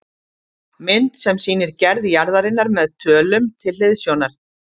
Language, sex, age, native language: Icelandic, female, 50-59, Icelandic